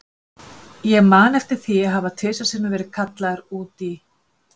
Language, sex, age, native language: Icelandic, female, 50-59, Icelandic